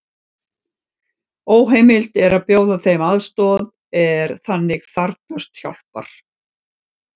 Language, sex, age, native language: Icelandic, female, 60-69, Icelandic